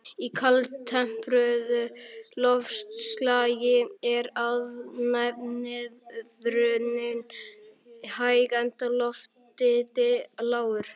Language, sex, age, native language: Icelandic, male, 11, Icelandic